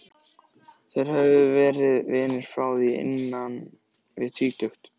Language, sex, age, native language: Icelandic, male, 14, Icelandic